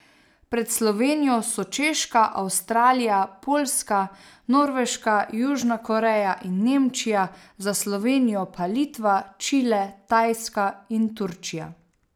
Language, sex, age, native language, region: Slovenian, female, 30-49, Slovenian, Savinja region